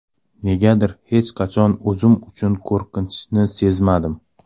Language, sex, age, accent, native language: Uzbek, male, 18-24, Toshkent shahri, Uzbek